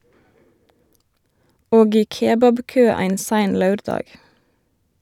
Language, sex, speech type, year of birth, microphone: Norwegian, female, read, 1987, Shure